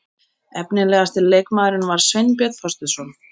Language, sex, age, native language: Icelandic, female, 30-39, Icelandic